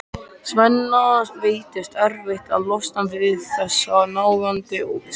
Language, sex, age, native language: Icelandic, male, 13, Icelandic